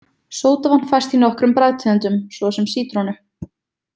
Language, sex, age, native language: Icelandic, female, 20-29, Icelandic